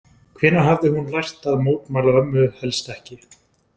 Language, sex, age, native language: Icelandic, male, 20-29, Icelandic